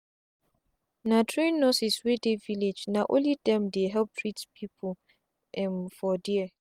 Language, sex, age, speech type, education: Nigerian Pidgin, female, 15-29, spontaneous, tertiary